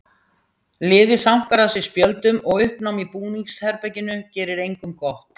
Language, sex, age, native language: Icelandic, female, 60-69, Icelandic